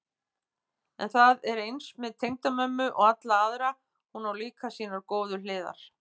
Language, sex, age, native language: Icelandic, female, 50-59, Icelandic